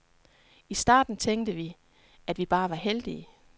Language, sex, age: Danish, female, 36